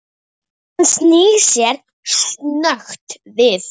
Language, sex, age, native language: Icelandic, female, 10, Icelandic